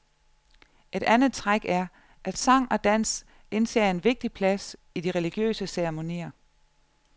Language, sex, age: Danish, female, 34